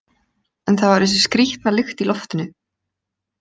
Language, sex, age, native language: Icelandic, female, 30-39, Icelandic